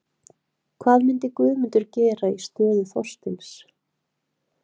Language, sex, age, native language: Icelandic, female, 30-39, Icelandic